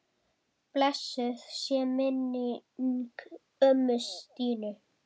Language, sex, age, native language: Icelandic, female, 10, Icelandic